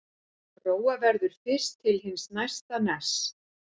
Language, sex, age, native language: Icelandic, female, 40-49, Icelandic